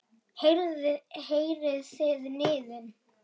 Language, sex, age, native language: Icelandic, female, 8, Icelandic